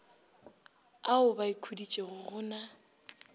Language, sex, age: Northern Sotho, female, 25